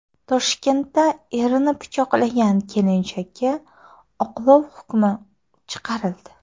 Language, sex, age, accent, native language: Uzbek, female, 25-34, Toshkent shahri, Uzbek